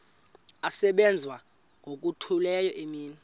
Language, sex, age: Xhosa, male, 26